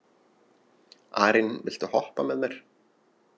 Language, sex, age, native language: Icelandic, male, 20-29, Icelandic